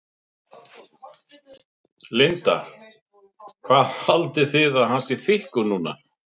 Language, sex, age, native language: Icelandic, male, 50-59, Icelandic